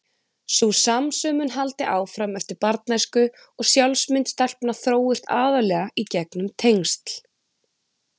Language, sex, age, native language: Icelandic, female, 20-29, Icelandic